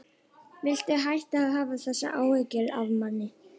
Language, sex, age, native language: Icelandic, female, 11, Icelandic